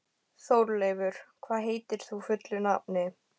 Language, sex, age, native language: Icelandic, female, 12, Icelandic